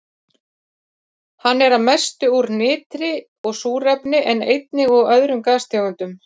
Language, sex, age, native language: Icelandic, female, 50-59, Icelandic